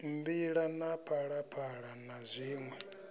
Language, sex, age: Venda, male, 26